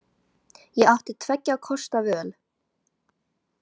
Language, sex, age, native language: Icelandic, female, 18-19, Chinese